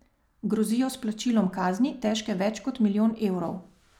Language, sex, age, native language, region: Slovenian, female, 30-49, Slovenian, Savinja region